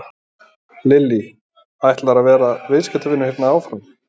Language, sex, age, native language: Icelandic, male, 30-39, Icelandic